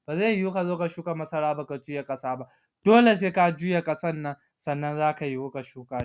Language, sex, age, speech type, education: Hausa, male, 46-60, spontaneous, tertiary